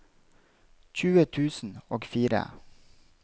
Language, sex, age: Norwegian, male, 32